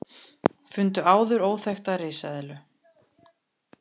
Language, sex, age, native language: Icelandic, female, 30-39, Icelandic